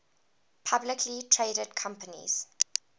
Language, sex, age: English, female, 20